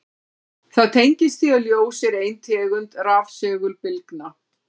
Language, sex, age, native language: Icelandic, female, 60-69, Icelandic